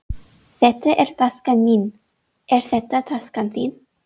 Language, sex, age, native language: Icelandic, female, 30-39, English